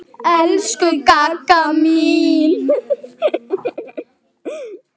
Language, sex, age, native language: Icelandic, female, 8, Icelandic